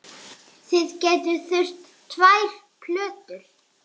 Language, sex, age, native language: Icelandic, female, 6, Icelandic